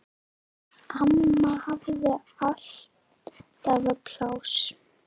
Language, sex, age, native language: Icelandic, female, 9, Icelandic